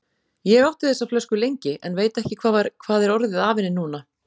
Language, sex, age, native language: Icelandic, female, 40-49, Icelandic